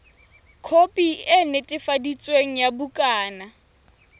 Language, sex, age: Southern Sotho, female, 21